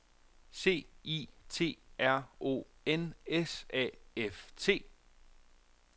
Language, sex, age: Danish, male, 45